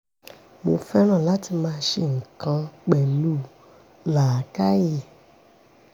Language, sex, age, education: Yoruba, female, 46-60, secondary